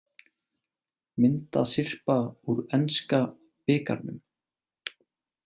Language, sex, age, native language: Icelandic, male, 18-19, Icelandic